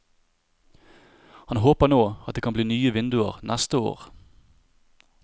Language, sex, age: Norwegian, male, 30